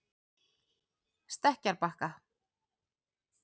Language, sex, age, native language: Icelandic, female, 40-49, Icelandic